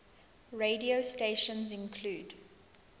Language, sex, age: English, female, 20